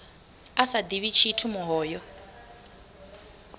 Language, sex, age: Venda, female, 25